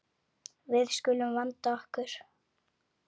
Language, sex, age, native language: Icelandic, female, 8, Icelandic